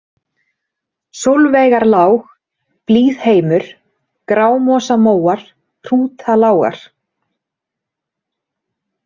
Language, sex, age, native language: Icelandic, female, 30-39, Icelandic